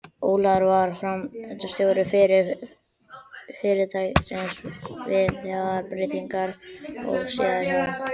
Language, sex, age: Icelandic, male, 12